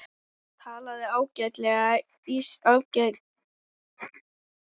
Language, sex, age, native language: Icelandic, female, 11, Icelandic